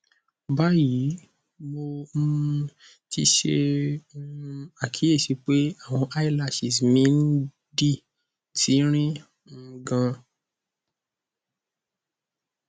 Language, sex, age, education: Yoruba, male, 15-29, tertiary